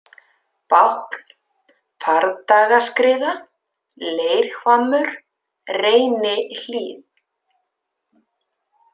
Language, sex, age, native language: Icelandic, female, 50-59, Icelandic